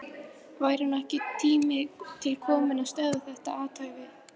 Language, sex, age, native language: Icelandic, female, 13, Icelandic